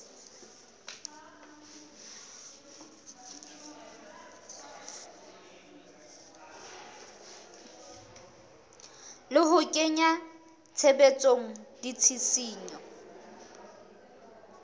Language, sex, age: Southern Sotho, female, 23